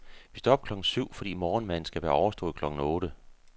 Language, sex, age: Danish, male, 48